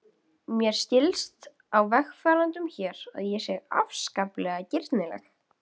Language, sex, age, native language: Icelandic, female, 12, Icelandic